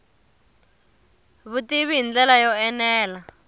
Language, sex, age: Tsonga, female, 22